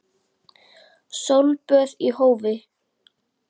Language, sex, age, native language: Icelandic, female, 9, Icelandic